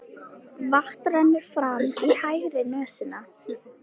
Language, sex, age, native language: Icelandic, female, 13, Icelandic